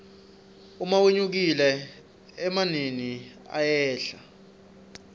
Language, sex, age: Swati, male, 25